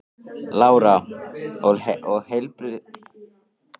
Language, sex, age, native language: Icelandic, male, 13, Icelandic